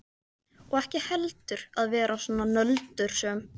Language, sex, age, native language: Icelandic, female, 13, Icelandic